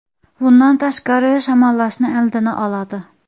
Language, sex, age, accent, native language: Uzbek, female, 18-24, Xorazm, Uzbek